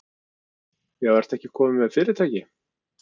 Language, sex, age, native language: Icelandic, male, 50-59, Icelandic